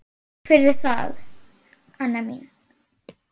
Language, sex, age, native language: Icelandic, female, 8, Icelandic